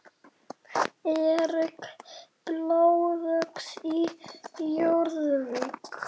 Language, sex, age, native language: Icelandic, male, 6, Icelandic